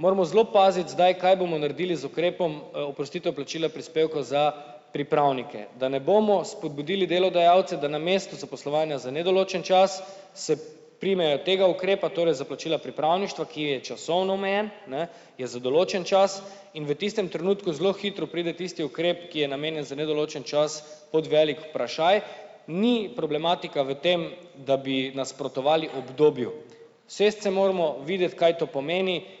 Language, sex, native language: Slovenian, male, Slovenian